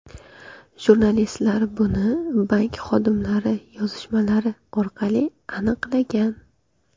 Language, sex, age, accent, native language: Uzbek, female, 18-24, Qashqadaryo, Uzbek